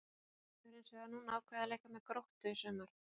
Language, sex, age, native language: Icelandic, female, 40-49, Icelandic